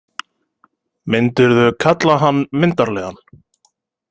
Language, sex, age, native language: Icelandic, male, 30-39, Icelandic